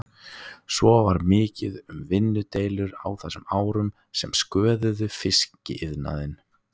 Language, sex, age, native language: Icelandic, male, 20-29, Icelandic